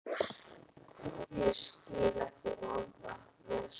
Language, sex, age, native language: Icelandic, male, 11, Icelandic